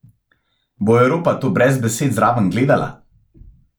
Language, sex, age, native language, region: Slovenian, male, 18-29, Slovenian, Central Slovenia